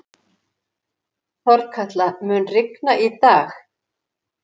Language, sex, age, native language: Icelandic, female, 60-69, Icelandic